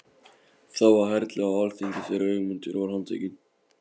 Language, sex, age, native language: Icelandic, male, 15, Polish